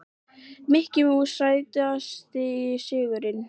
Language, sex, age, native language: Icelandic, female, 12, Icelandic